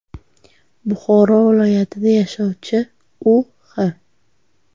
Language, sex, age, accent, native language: Uzbek, female, 18-24, Farg'ona, Uzbek